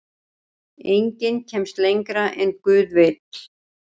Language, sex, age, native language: Icelandic, female, 60-69, Icelandic